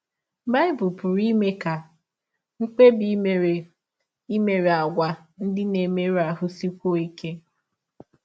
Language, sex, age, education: Igbo, female, 15-29, tertiary